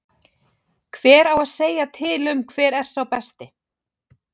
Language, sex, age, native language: Icelandic, female, 30-39, Icelandic